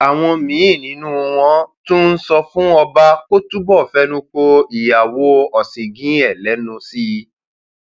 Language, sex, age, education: Yoruba, male, 30-45, tertiary